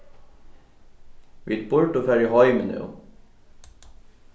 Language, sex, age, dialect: Faroese, male, 15-35, Norðurstreymoy/Eysturoy